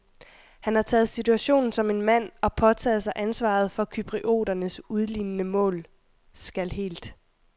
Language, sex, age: Danish, female, 21